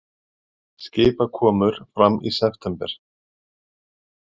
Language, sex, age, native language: Icelandic, male, 40-49, Icelandic